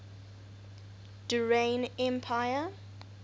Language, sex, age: English, female, 19